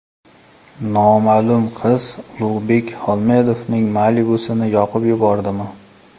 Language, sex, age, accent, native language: Uzbek, male, 35+, Surxondaryo, Uzbek